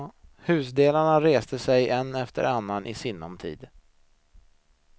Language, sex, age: Swedish, male, 26